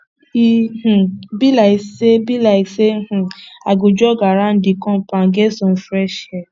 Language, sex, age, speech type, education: Nigerian Pidgin, female, 15-29, spontaneous, tertiary